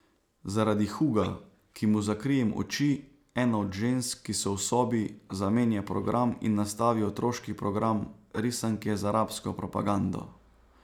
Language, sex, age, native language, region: Slovenian, male, 30-49, Slovenian, Savinja region